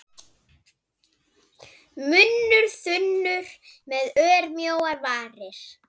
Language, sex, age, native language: Icelandic, female, 9, Icelandic